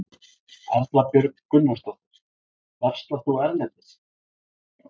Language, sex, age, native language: Icelandic, male, 20-29, Icelandic